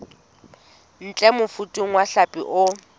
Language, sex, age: Southern Sotho, female, 19